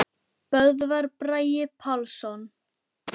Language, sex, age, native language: Icelandic, female, 10, Icelandic